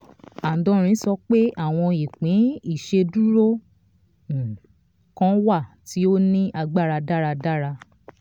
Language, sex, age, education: Yoruba, female, 30-45, tertiary